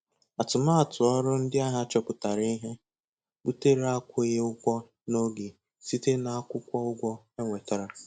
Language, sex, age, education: Igbo, male, 15-29, tertiary